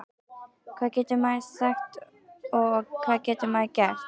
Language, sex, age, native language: Icelandic, female, 12, Icelandic